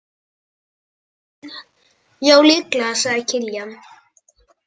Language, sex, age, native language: Icelandic, female, 18-19, Icelandic